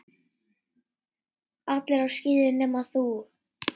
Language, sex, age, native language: Icelandic, male, 8, Icelandic